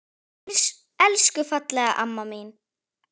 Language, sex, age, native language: Icelandic, female, 10, Icelandic